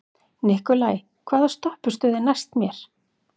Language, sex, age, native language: Icelandic, female, 40-49, Icelandic